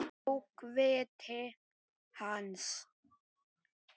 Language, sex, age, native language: Icelandic, male, 8, Icelandic